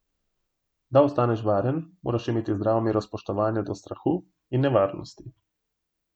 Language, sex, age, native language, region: Slovenian, male, 18-29, Slovenian, Gorenjska region